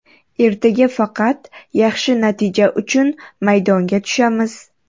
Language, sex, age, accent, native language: Uzbek, female, 12-17, Qoraqalpog'iston, Uzbek